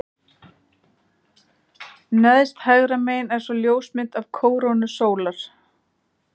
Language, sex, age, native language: Icelandic, female, 40-49, Icelandic